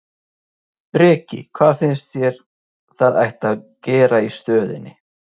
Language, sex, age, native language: Icelandic, male, 30-39, Icelandic